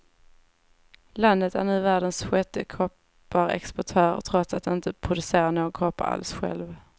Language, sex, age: Swedish, female, 18